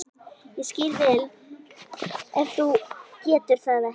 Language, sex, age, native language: Icelandic, female, 11, Icelandic